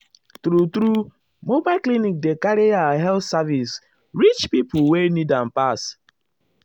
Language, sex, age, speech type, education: Nigerian Pidgin, male, 15-29, spontaneous, tertiary